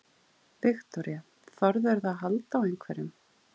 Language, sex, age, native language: Icelandic, female, 40-49, Icelandic